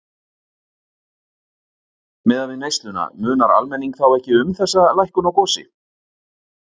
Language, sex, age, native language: Icelandic, male, 40-49, Icelandic